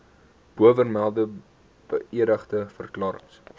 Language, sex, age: Afrikaans, male, 18